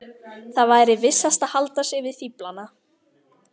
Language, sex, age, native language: Icelandic, female, 13, Icelandic